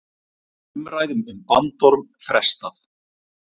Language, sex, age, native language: Icelandic, male, 40-49, Icelandic